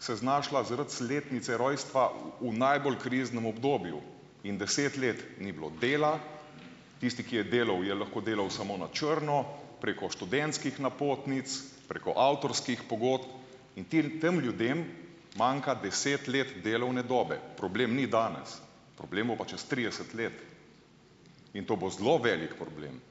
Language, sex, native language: Slovenian, male, Slovenian